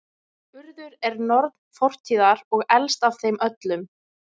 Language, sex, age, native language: Icelandic, female, 20-29, Icelandic